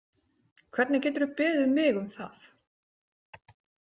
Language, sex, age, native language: Icelandic, female, 40-49, Icelandic